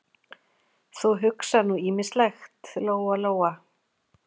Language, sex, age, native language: Icelandic, female, 40-49, Icelandic